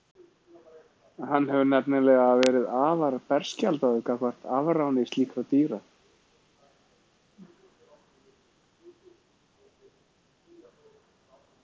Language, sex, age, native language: Icelandic, male, 40-49, Icelandic